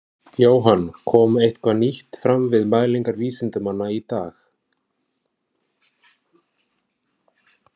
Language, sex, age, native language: Icelandic, male, 20-29, Icelandic